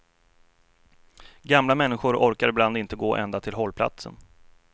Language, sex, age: Swedish, male, 33